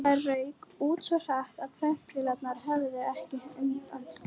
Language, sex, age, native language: Icelandic, female, 11, Icelandic